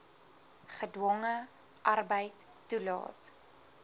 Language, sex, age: Afrikaans, female, 20